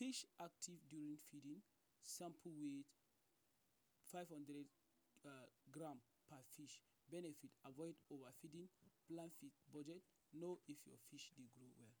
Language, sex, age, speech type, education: Nigerian Pidgin, male, 30-45, spontaneous, tertiary